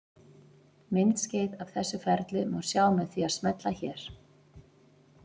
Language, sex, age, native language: Icelandic, female, 40-49, Icelandic